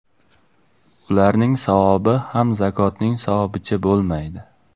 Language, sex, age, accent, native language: Uzbek, male, 18-24, Namangan, Uzbek